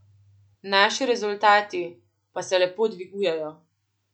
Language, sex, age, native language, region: Slovenian, female, 18-29, Slovenian, Central Slovenia